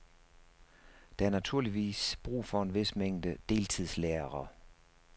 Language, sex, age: Danish, male, 56